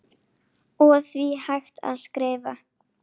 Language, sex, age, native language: Icelandic, female, 9, Icelandic